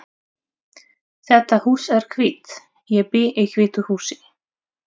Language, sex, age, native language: Icelandic, female, 30-39, Russian